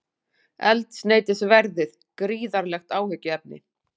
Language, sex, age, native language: Icelandic, female, 40-49, Icelandic